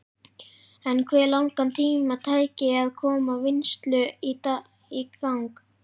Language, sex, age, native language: Icelandic, male, 11, Icelandic